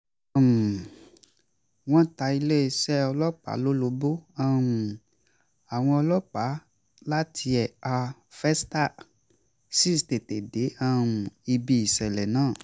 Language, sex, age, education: Yoruba, male, 15-29, tertiary